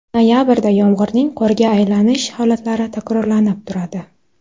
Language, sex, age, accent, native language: Uzbek, female, 19-29, Navoiy, Uzbek